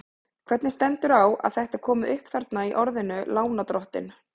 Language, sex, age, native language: Icelandic, female, 30-39, Icelandic